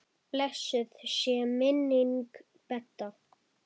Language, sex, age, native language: Icelandic, female, 10, Icelandic